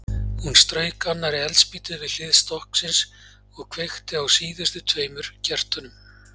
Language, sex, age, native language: Icelandic, male, 40-49, Icelandic